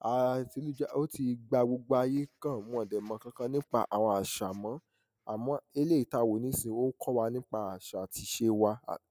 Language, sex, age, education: Yoruba, male, 15-29, tertiary